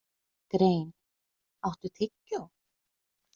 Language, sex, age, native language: Icelandic, female, 20-29, Icelandic